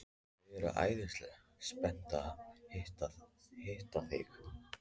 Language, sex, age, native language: Icelandic, male, 13, Icelandic